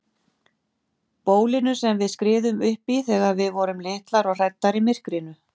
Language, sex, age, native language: Icelandic, female, 50-59, Icelandic